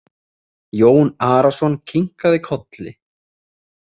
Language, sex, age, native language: Icelandic, male, 30-39, Icelandic